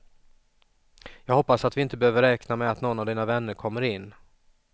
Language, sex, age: Swedish, male, 44